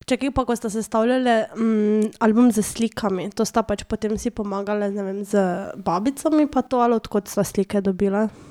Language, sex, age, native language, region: Slovenian, female, 18-29, Slovenian, Drava region